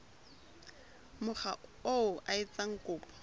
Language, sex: Southern Sotho, female